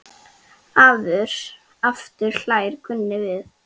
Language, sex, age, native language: Icelandic, female, 10, Icelandic